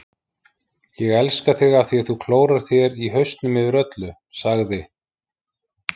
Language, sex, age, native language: Icelandic, male, 50-59, Icelandic